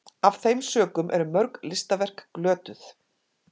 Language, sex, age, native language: Icelandic, female, 50-59, Icelandic